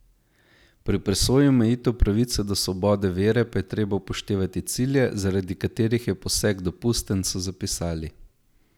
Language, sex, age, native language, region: Slovenian, male, 18-29, Slovenian, Zasavska region